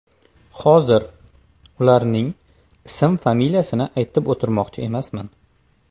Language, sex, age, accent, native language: Uzbek, male, 25-34, Toshkent viloyati, Uzbek